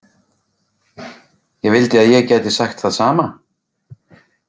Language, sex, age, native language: Icelandic, male, 40-49, Icelandic